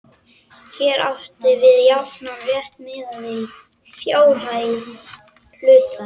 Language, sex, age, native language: Icelandic, male, 11, Icelandic